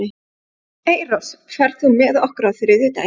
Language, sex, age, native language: Icelandic, female, 11, Icelandic